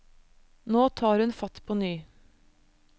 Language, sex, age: Norwegian, female, 25